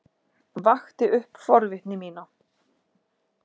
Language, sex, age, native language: Icelandic, female, 40-49, Icelandic